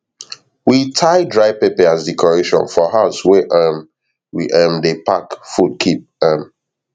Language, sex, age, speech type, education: Nigerian Pidgin, male, 15-29, spontaneous, tertiary